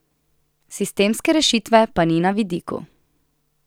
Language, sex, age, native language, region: Slovenian, female, 18-29, Slovenian, Southeast Slovenia